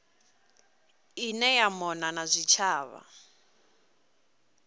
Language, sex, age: Venda, female, 22